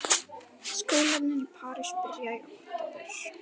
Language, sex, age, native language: Icelandic, female, 11, Icelandic